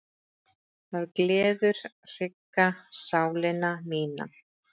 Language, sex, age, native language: Icelandic, female, 30-39, Icelandic